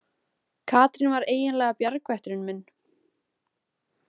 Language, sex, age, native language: Icelandic, female, 20-29, Icelandic